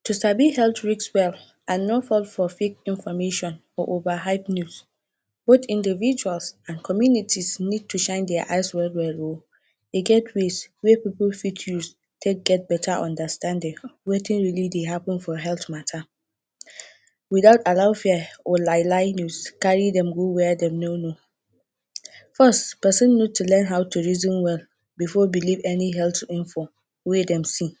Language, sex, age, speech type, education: Nigerian Pidgin, female, 30-45, spontaneous, tertiary